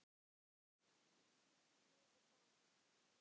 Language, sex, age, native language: Icelandic, male, 10, Icelandic